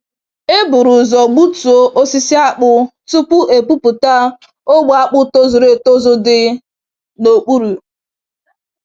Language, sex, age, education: Igbo, female, 15-29, tertiary